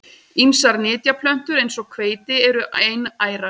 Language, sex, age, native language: Icelandic, female, 30-39, Icelandic